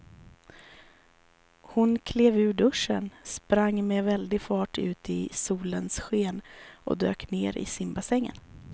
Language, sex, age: Swedish, female, 34